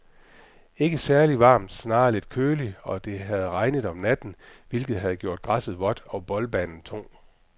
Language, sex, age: Danish, male, 44